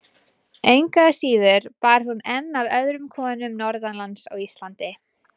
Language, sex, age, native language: Icelandic, female, 20-29, Icelandic